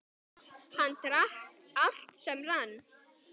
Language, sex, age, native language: Icelandic, male, 10, Icelandic